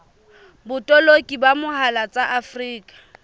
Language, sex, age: Southern Sotho, female, 24